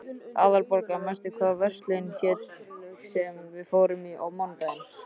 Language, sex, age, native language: Icelandic, male, 13, Icelandic